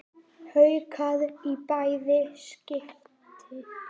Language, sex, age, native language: Icelandic, male, 9, Icelandic